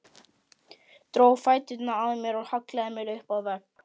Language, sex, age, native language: Icelandic, male, 11, Icelandic